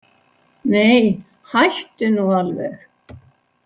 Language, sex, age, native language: Icelandic, female, 60-69, Icelandic